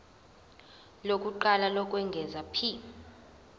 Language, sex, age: Zulu, female, 24